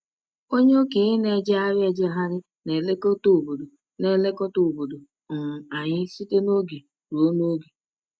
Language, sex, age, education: Igbo, female, 15-29, tertiary